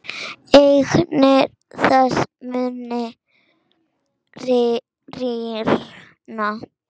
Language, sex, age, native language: Icelandic, female, 10, Icelandic